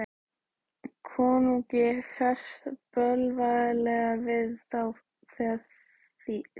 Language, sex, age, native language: Icelandic, female, 13, Icelandic